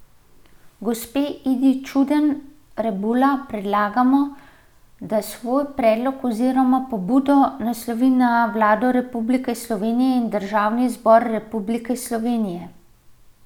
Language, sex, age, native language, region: Slovenian, female, 30-49, Slovenian, Central Slovenia